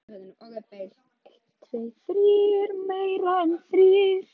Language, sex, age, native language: Icelandic, male, 18-19, Icelandic